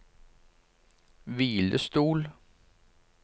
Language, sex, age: Norwegian, male, 59